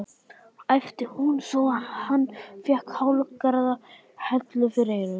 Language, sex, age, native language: Icelandic, male, 11, Icelandic